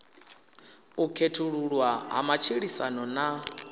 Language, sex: Venda, male